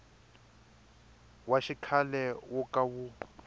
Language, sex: Tsonga, male